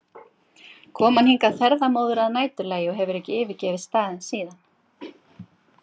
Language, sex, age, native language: Icelandic, female, 50-59, Icelandic